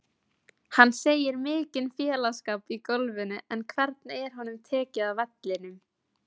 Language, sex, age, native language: Icelandic, female, 50-59, Icelandic